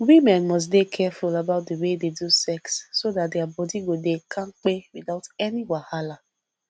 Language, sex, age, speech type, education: Nigerian Pidgin, female, 15-29, spontaneous, secondary